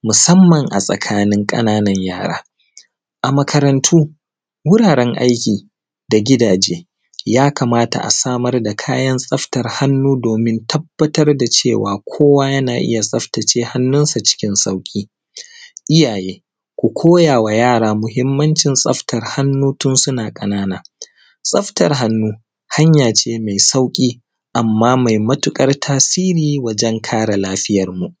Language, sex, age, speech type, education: Hausa, male, 30-45, spontaneous, primary